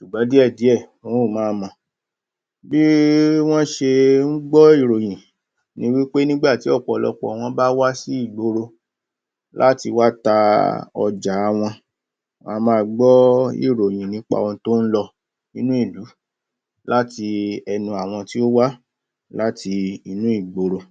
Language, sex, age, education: Yoruba, male, 46-60, tertiary